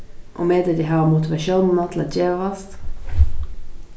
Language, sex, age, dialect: Faroese, female, 15-35, Vágar